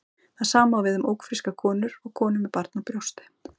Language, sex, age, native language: Icelandic, female, 30-39, Icelandic